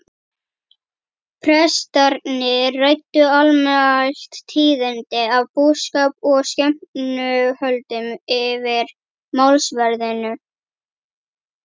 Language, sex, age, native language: Icelandic, female, 11, Icelandic